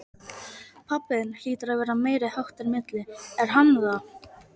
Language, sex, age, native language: Icelandic, male, 11, Polish